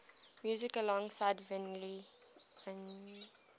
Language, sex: English, female